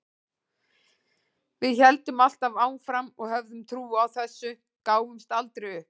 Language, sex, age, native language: Icelandic, female, 18-19, Icelandic